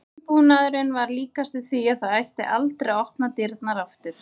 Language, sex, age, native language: Icelandic, female, 30-39, Icelandic